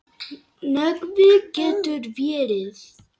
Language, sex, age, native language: Icelandic, male, 8, Lithuanian